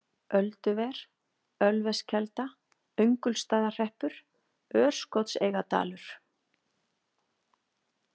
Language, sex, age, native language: Icelandic, female, 40-49, Icelandic